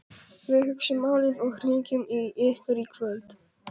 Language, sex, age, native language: Icelandic, male, 11, Polish